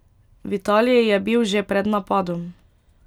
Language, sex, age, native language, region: Slovenian, female, 18-29, Slovenian, Pomurje region